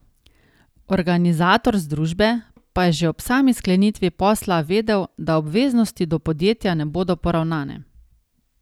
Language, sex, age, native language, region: Slovenian, female, 30-49, Slovenian, Savinja region